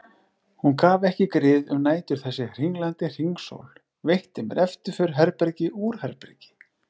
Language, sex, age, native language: Icelandic, male, 40-49, Icelandic